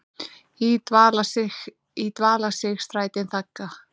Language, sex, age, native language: Icelandic, male, 9, Icelandic